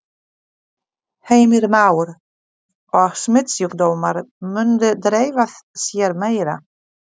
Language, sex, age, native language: Icelandic, female, 40-49, Polish